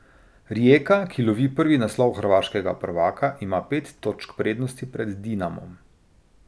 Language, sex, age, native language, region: Slovenian, male, 30-49, Slovenian, Drava region